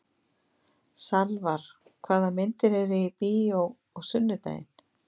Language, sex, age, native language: Icelandic, female, 50-59, Icelandic